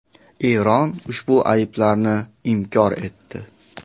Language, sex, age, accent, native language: Uzbek, male, 18-24, Andijon, Uzbek